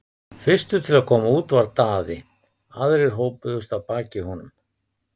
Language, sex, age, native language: Icelandic, male, 50-59, Icelandic